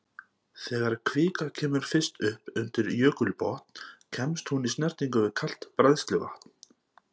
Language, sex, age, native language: Icelandic, male, 30-39, Icelandic